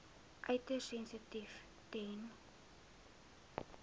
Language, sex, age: Afrikaans, female, 20